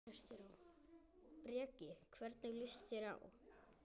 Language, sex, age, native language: Icelandic, male, 9, Icelandic